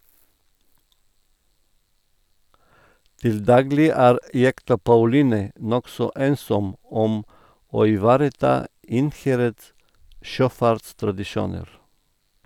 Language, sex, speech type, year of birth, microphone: Norwegian, male, read, 1958, Sennheiser